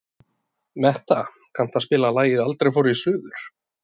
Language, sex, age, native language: Icelandic, male, 30-39, Icelandic